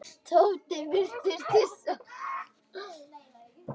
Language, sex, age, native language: Icelandic, female, 10, Icelandic